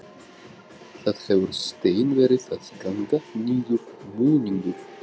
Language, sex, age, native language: Icelandic, male, 40-49, Russian